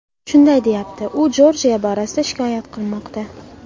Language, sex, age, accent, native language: Uzbek, female, 18-24, Andijon, Uzbek